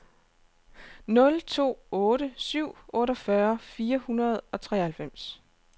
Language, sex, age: Danish, female, 29